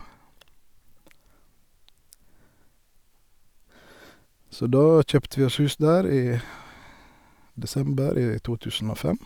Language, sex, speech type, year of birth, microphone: Norwegian, male, spontaneous, 1971, Sennheiser